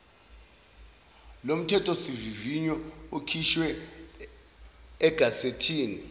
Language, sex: Zulu, male